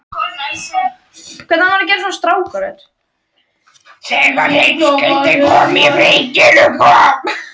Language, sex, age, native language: Icelandic, female, 13, Icelandic